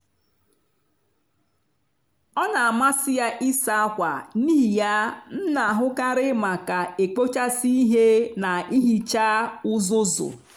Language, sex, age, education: Igbo, female, 46-60, tertiary